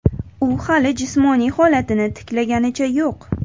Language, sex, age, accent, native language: Uzbek, female, 18-24, Toshkent viloyati, Uzbek